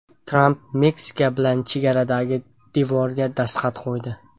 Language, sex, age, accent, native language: Uzbek, male, 18-24, Samarqand, Uzbek